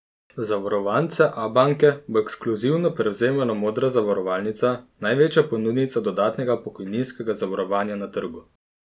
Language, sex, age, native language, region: Slovenian, male, 30-49, Slovenian, Posavska region